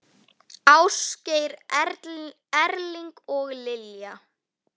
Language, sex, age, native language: Icelandic, female, 9, Icelandic